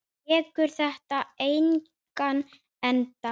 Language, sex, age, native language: Icelandic, male, 9, Icelandic